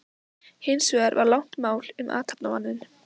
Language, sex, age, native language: Icelandic, female, 15, Icelandic